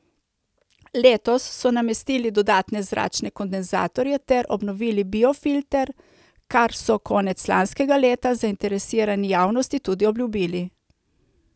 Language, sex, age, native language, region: Slovenian, female, 30-49, Slovenian, Coastal Karst region